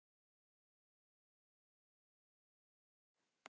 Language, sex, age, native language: Icelandic, female, 11, Icelandic